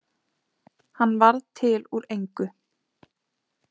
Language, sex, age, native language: Icelandic, female, 20-29, Icelandic